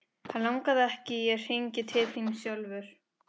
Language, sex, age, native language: Icelandic, female, 13, Spanish